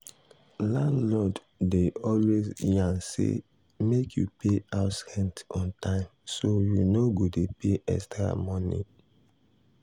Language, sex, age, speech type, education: Nigerian Pidgin, male, 30-45, spontaneous, secondary